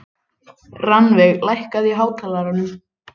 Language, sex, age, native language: Icelandic, male, 18-19, Icelandic